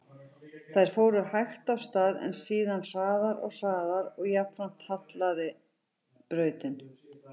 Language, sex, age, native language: Icelandic, female, 40-49, Icelandic